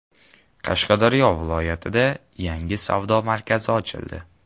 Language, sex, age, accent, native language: Uzbek, male, 12-17, Sirdaryo, Uzbek